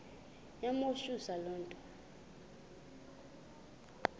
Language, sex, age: Xhosa, female, 26